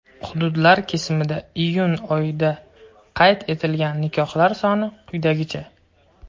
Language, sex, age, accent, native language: Uzbek, male, 18-24, Toshkent viloyati, Uzbek